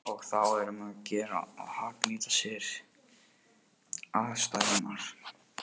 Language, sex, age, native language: Icelandic, male, 18-19, Portuguese